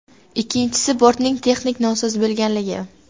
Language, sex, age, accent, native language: Uzbek, female, 12-17, Buxoro, Uzbek